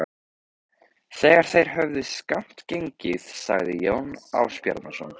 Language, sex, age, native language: Icelandic, male, 13, Icelandic